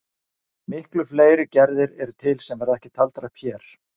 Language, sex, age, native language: Icelandic, male, 40-49, Icelandic